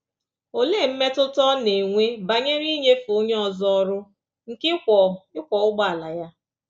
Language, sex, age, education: Igbo, female, 30-45, tertiary